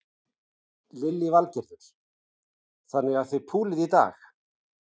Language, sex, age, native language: Icelandic, male, 40-49, Icelandic